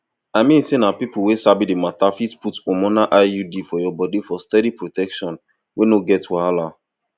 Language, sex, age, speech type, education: Nigerian Pidgin, male, 15-29, spontaneous, tertiary